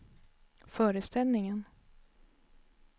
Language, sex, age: Swedish, female, 32